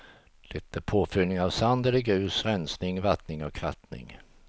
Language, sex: Swedish, male